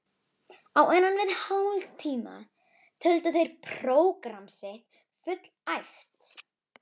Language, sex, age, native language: Icelandic, female, 11, Icelandic